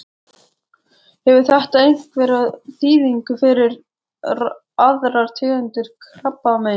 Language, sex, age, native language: Icelandic, male, 13, Icelandic